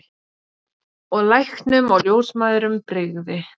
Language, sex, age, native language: Icelandic, female, 20-29, Icelandic